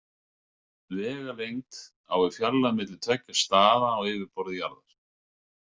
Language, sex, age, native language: Icelandic, male, 60-69, Icelandic